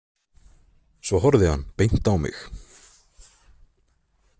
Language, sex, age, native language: Icelandic, male, 20-29, Icelandic